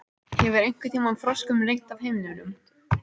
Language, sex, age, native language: Icelandic, female, 18-19, Icelandic